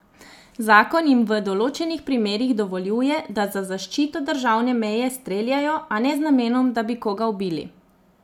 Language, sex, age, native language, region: Slovenian, female, 30-49, Slovenian, Zasavska region